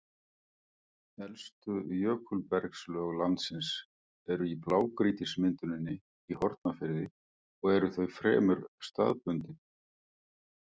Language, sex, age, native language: Icelandic, female, 50-59, Icelandic